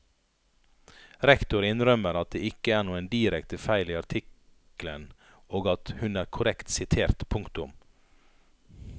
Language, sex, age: Norwegian, male, 39